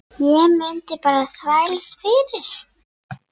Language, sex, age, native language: Icelandic, female, 6, Icelandic